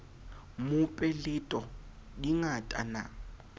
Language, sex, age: Southern Sotho, male, 20